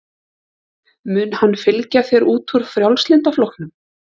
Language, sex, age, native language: Icelandic, female, 30-39, Icelandic